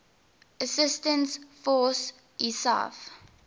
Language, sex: English, female